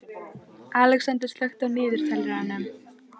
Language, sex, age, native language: Icelandic, female, 15, Icelandic